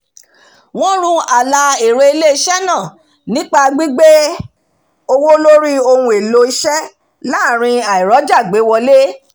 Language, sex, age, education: Yoruba, female, 46-60, tertiary